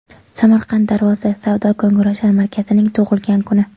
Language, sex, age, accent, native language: Uzbek, female, 18-24, Andijon, Uzbek